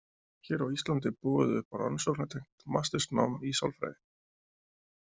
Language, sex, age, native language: Icelandic, male, 20-29, Icelandic